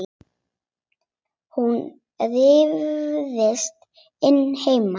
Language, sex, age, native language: Icelandic, other, 8, Icelandic